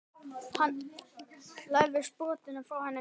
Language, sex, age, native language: Icelandic, male, 10, Icelandic